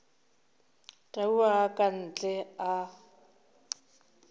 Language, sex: Northern Sotho, female